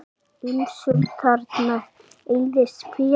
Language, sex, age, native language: Icelandic, male, 8, Icelandic